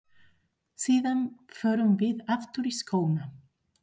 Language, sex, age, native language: Icelandic, female, 30-39, Spanish